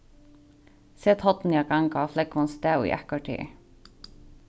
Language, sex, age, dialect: Faroese, female, 15-35, Sandoy